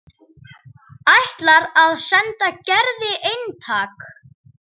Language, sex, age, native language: Icelandic, male, 10, Icelandic